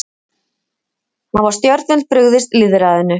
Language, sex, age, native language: Icelandic, female, 50-59, Icelandic